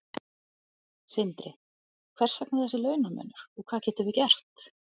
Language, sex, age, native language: Icelandic, other, 40-49, Icelandic